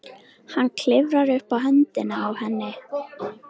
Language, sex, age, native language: Icelandic, female, 13, Icelandic